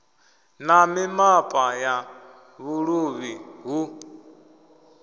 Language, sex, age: Venda, male, 25